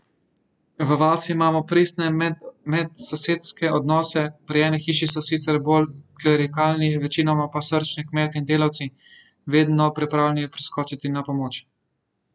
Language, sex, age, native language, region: Slovenian, male, 18-29, Slovenian, Central Slovenia